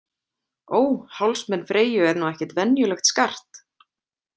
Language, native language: Icelandic, Icelandic